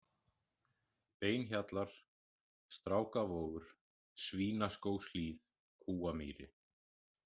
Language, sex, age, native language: Icelandic, male, 40-49, Icelandic